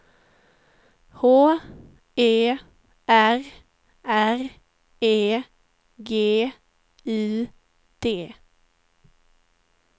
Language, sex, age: Swedish, female, 19